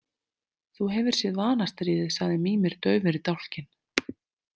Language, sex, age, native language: Icelandic, female, 30-39, Icelandic